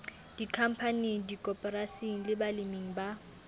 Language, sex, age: Southern Sotho, female, 18